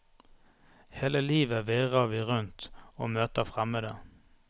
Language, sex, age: Norwegian, male, 32